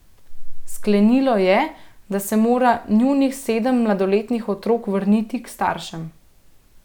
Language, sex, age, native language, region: Slovenian, female, 30-49, Slovenian, Central Slovenia